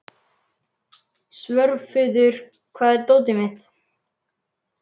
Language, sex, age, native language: Icelandic, male, 11, Icelandic